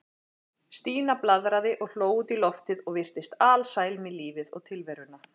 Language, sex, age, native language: Icelandic, female, 40-49, Icelandic